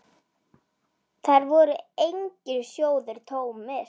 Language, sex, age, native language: Icelandic, female, 9, Icelandic